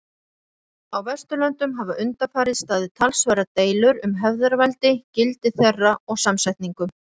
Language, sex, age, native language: Icelandic, female, 40-49, Icelandic